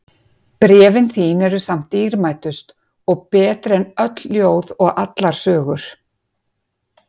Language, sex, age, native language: Icelandic, female, 50-59, Icelandic